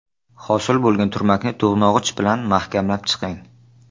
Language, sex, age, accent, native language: Uzbek, male, under 19, Navoiy, Uzbek